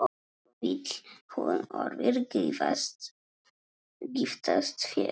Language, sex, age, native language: Icelandic, male, 9, Polish